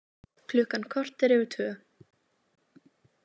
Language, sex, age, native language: Icelandic, female, 18-19, Icelandic